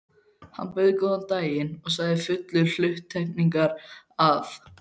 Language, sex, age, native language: Icelandic, male, 12, Icelandic